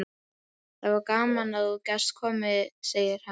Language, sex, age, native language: Icelandic, female, 12, Icelandic